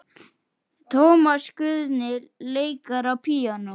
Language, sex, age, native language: Icelandic, male, 8, Icelandic